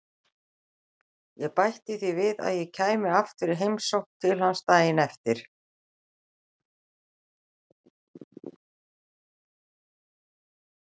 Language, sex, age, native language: Icelandic, female, 60-69, Icelandic